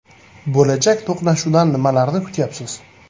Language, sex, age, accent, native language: Uzbek, male, 25-34, Toshkent shahri, Uzbek